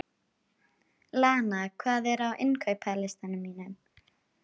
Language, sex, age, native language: Icelandic, female, 12, Icelandic